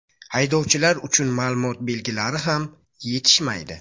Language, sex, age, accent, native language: Uzbek, male, 25-34, Buxoro, Uzbek